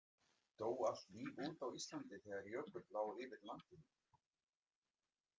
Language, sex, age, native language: Icelandic, male, 50-59, Icelandic